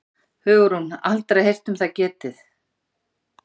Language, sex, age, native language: Icelandic, female, 50-59, Icelandic